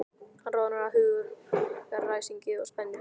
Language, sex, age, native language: Icelandic, male, 12, Icelandic